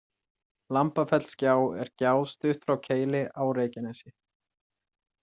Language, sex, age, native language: Icelandic, male, 30-39, Icelandic